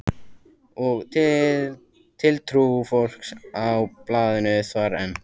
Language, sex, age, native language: Icelandic, male, 14, Icelandic